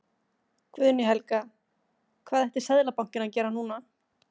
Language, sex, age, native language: Icelandic, female, 30-39, Icelandic